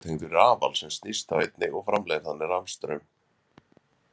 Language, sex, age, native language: Icelandic, male, 30-39, Icelandic